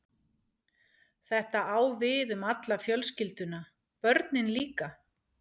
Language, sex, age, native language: Icelandic, female, 40-49, Icelandic